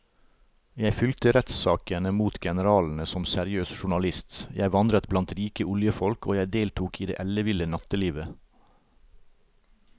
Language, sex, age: Norwegian, male, 38